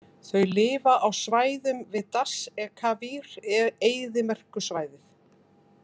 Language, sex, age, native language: Icelandic, female, 50-59, Icelandic